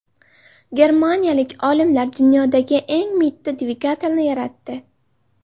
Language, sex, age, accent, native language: Uzbek, female, 18-24, Farg'ona, Uzbek